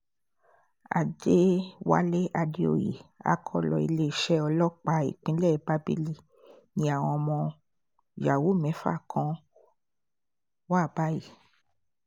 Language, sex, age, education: Yoruba, female, 30-45, tertiary